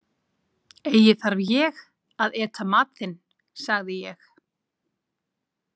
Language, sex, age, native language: Icelandic, female, 40-49, Icelandic